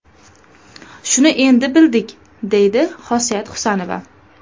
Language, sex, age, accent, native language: Uzbek, female, under 19, Toshkent viloyati, Uzbek